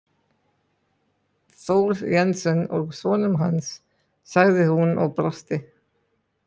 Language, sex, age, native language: Icelandic, male, 20-29, Icelandic